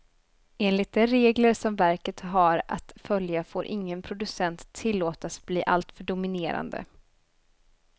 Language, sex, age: Swedish, female, 24